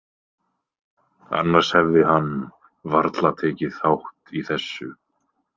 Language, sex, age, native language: Icelandic, male, 20-29, Icelandic